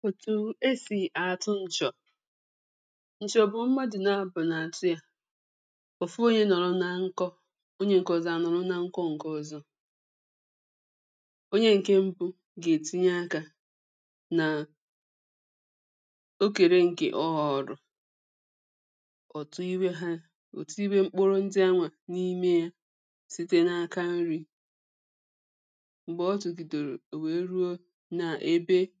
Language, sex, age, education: Igbo, female, 30-45, primary